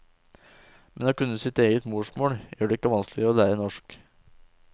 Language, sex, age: Norwegian, male, 20